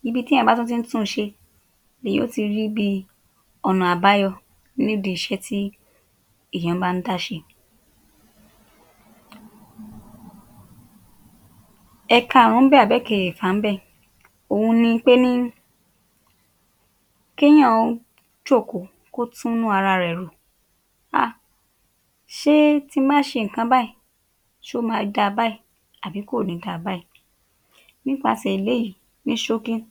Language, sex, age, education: Yoruba, female, 30-45, tertiary